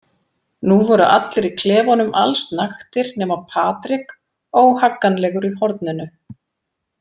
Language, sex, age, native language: Icelandic, female, 40-49, Icelandic